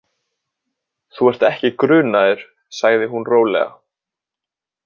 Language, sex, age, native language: Icelandic, male, 20-29, Icelandic